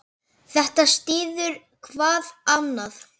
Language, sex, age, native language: Icelandic, male, 10, Icelandic